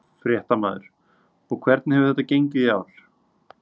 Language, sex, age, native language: Icelandic, male, 30-39, Icelandic